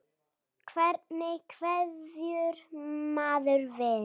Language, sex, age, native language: Icelandic, female, 7, Icelandic